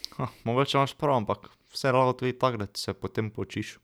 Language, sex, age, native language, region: Slovenian, male, 12-17, Slovenian, Drava region